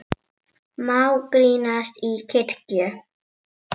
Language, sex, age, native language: Icelandic, female, 7, Icelandic